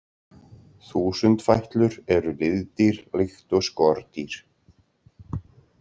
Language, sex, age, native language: Icelandic, male, 40-49, Icelandic